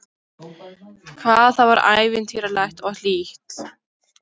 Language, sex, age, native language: Icelandic, female, 13, Icelandic